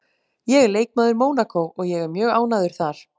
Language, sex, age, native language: Icelandic, female, 40-49, Icelandic